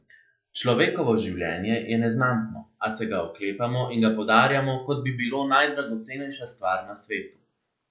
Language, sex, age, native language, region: Slovenian, male, 18-29, Slovenian, Central Slovenia